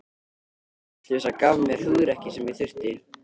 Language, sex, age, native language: Icelandic, male, 13, Icelandic